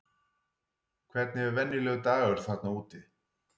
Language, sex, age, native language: Icelandic, male, 40-49, Icelandic